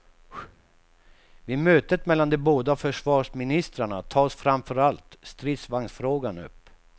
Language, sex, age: Swedish, male, 48